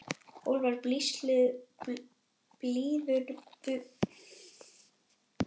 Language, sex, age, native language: Icelandic, female, 11, Icelandic